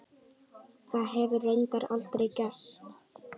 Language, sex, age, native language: Icelandic, female, 10, Icelandic